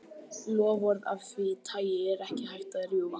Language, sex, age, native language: Icelandic, male, 11, Icelandic